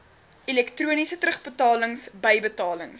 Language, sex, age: Afrikaans, female, 21